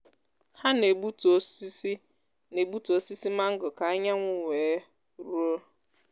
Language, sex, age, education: Igbo, female, 15-29, tertiary